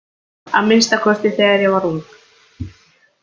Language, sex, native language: Icelandic, female, Icelandic